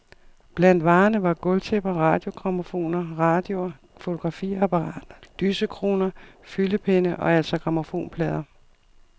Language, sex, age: Danish, female, 52